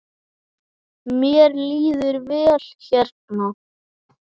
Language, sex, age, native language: Icelandic, male, 9, Icelandic